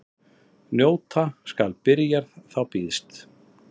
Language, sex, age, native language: Icelandic, male, 30-39, Icelandic